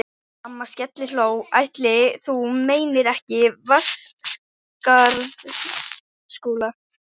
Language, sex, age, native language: Icelandic, female, 11, Icelandic